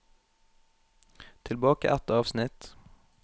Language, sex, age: Norwegian, male, 21